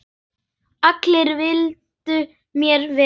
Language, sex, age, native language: Icelandic, male, 9, Icelandic